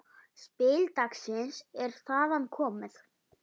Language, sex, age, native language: Icelandic, female, 9, Icelandic